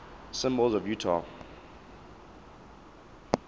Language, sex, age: English, male, 19